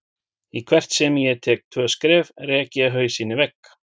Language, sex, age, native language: Icelandic, male, 40-49, Icelandic